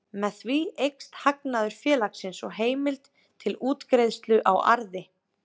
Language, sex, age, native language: Icelandic, female, 30-39, Icelandic